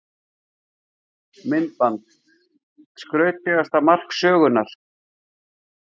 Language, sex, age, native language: Icelandic, male, 50-59, Icelandic